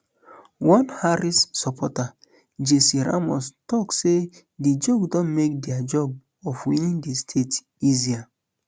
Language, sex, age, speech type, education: Nigerian Pidgin, male, 15-29, spontaneous, tertiary